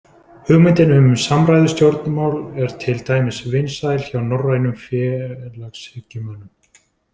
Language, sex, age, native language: Icelandic, male, 20-29, Icelandic